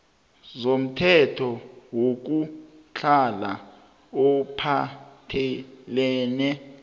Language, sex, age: South Ndebele, male, 19